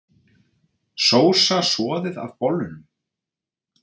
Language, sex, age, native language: Icelandic, male, 30-39, Icelandic